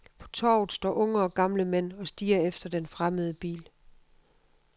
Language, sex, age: Danish, female, 52